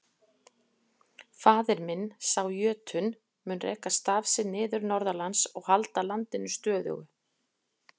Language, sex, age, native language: Icelandic, female, 40-49, Icelandic